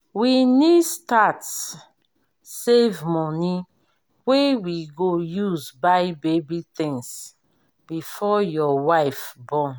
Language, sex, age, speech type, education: Nigerian Pidgin, female, 30-45, spontaneous, tertiary